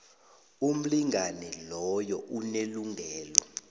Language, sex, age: South Ndebele, male, 22